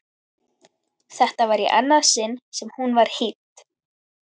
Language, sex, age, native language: Icelandic, female, 11, Icelandic